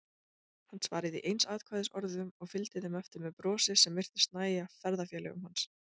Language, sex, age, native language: Icelandic, female, 20-29, Icelandic